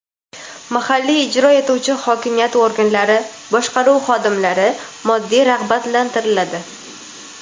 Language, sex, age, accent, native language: Uzbek, female, 18-24, Toshkent viloyati, Uzbek